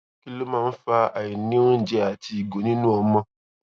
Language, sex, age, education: Yoruba, male, 15-29, tertiary